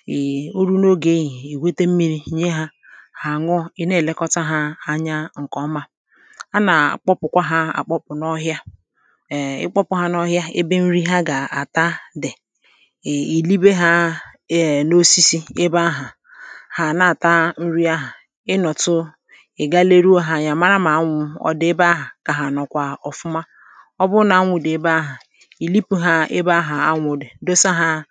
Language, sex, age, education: Igbo, female, 15-29, tertiary